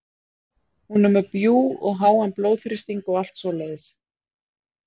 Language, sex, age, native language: Icelandic, female, 40-49, Icelandic